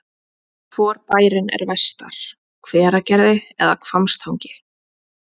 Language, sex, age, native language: Icelandic, female, 20-29, Icelandic